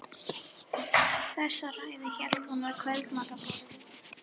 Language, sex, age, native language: Icelandic, female, 11, Icelandic